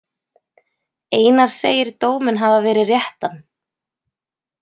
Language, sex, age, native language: Icelandic, female, 20-29, Icelandic